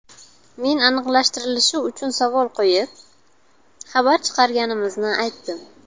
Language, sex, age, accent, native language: Uzbek, female, 19-29, Buxoro, Uzbek